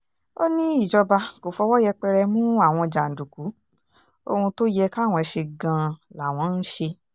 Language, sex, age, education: Yoruba, female, 15-29, tertiary